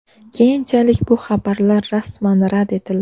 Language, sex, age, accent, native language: Uzbek, female, 18-24, Namangan, Uzbek